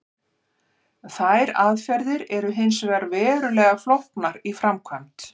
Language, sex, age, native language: Icelandic, female, 50-59, Icelandic